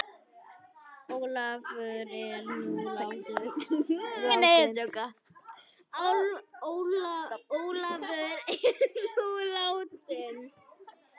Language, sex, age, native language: Icelandic, female, 9, Icelandic